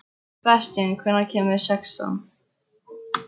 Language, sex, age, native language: Icelandic, female, 14, Icelandic